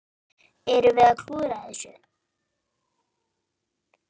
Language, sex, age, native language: Icelandic, female, 9, Icelandic